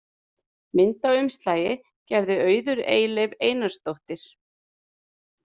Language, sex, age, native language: Icelandic, female, 30-39, Icelandic